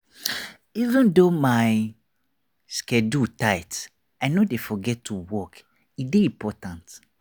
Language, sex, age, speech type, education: Nigerian Pidgin, male, 30-45, spontaneous, tertiary